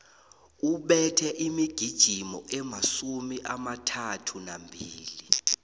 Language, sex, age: South Ndebele, male, 22